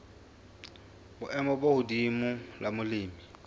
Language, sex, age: Southern Sotho, female, 22